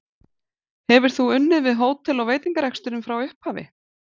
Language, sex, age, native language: Icelandic, female, 40-49, Icelandic